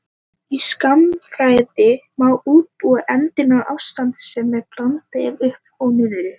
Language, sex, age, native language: Icelandic, female, 18-19, Icelandic